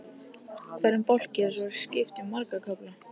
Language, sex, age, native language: Icelandic, male, 18-19, Icelandic